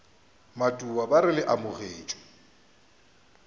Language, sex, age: Northern Sotho, male, 29